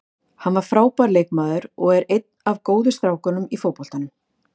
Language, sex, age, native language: Icelandic, female, 50-59, Icelandic